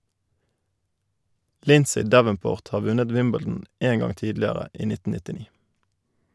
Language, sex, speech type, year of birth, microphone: Norwegian, male, read, 1988, Shure